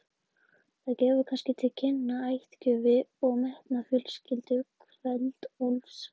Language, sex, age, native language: Icelandic, female, 20-29, Icelandic